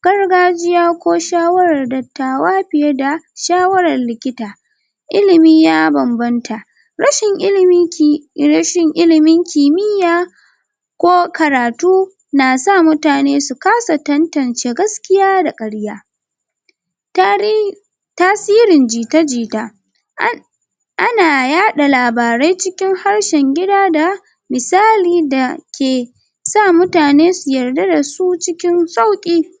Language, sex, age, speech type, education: Hausa, female, 46-60, spontaneous, secondary